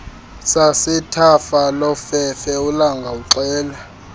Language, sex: Xhosa, male